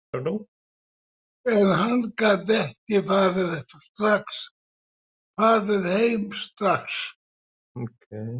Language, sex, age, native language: Icelandic, male, 80-89, Icelandic